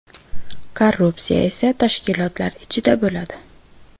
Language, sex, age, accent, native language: Uzbek, female, 18-24, Buxoro, Uzbek